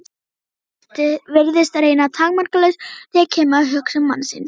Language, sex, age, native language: Icelandic, female, 12, Icelandic